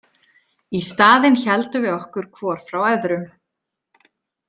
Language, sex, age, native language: Icelandic, female, 30-39, Icelandic